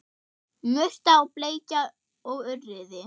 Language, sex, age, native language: Icelandic, female, 10, German